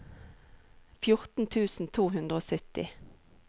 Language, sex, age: Norwegian, female, 39